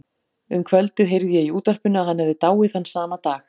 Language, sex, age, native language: Icelandic, female, 40-49, Icelandic